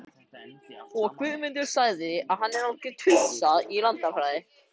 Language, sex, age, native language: Icelandic, male, 14, Icelandic